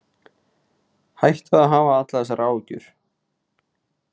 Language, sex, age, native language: Icelandic, male, 20-29, Icelandic